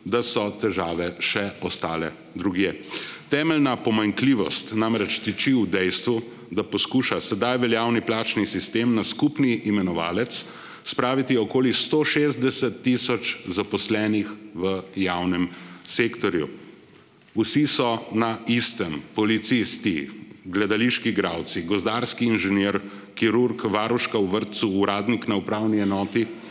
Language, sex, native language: Slovenian, male, Slovenian